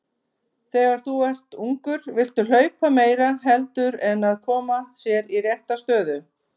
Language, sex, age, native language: Icelandic, female, 50-59, Icelandic